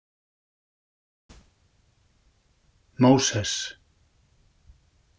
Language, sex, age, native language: Icelandic, male, 50-59, Icelandic